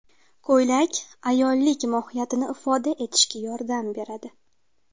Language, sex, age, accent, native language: Uzbek, female, 19-29, Qashqadaryo, Uzbek